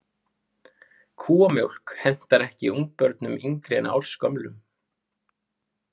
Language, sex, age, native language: Icelandic, male, 20-29, Icelandic